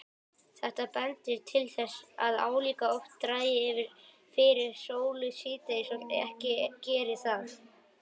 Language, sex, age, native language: Icelandic, female, 18-19, Icelandic